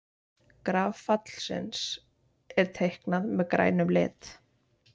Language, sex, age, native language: Icelandic, female, 20-29, Icelandic